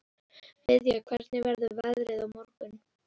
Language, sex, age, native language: Icelandic, female, 11, Icelandic